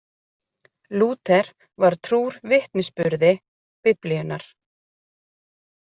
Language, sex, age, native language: Icelandic, female, 40-49, Icelandic